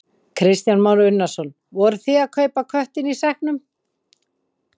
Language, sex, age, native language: Icelandic, female, 20-29, Icelandic